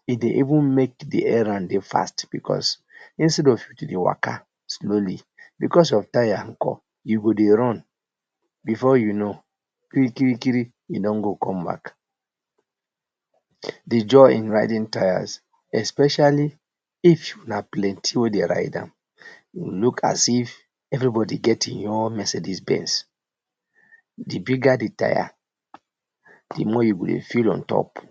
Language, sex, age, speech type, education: Nigerian Pidgin, male, 30-45, spontaneous, tertiary